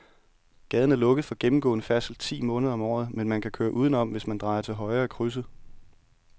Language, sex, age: Danish, male, 31